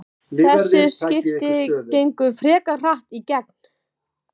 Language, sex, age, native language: Icelandic, female, 20-29, Icelandic